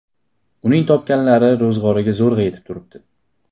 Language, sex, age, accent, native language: Uzbek, male, 18-24, Qashqadaryo, Uzbek